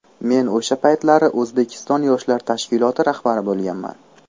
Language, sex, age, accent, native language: Uzbek, male, 18-24, Namangan, Uzbek